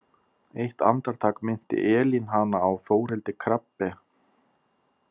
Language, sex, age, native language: Icelandic, male, 30-39, Icelandic